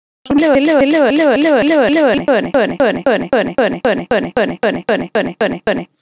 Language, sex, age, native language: Icelandic, female, 30-39, Icelandic